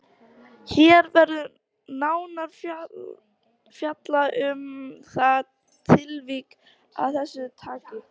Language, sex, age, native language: Icelandic, female, 13, Icelandic